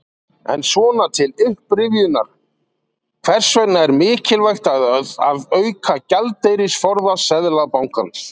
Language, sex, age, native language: Icelandic, male, 40-49, Icelandic